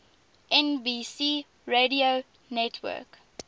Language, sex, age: English, female, 19